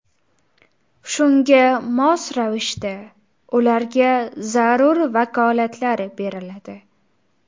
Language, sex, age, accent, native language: Uzbek, female, 18-24, Farg'ona, Uzbek